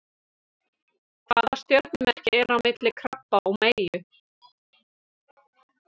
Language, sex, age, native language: Icelandic, female, 30-39, Icelandic